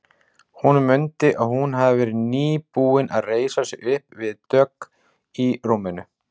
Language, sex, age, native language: Icelandic, male, 40-49, Icelandic